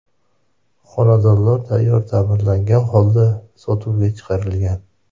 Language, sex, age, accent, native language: Uzbek, male, 30-39, Toshkent shahri, Uzbek